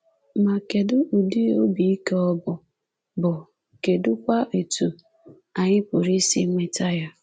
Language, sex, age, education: Igbo, female, 15-29, secondary